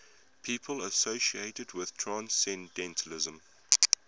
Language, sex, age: English, male, 22